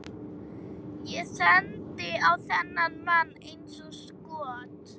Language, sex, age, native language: Icelandic, male, 11, Icelandic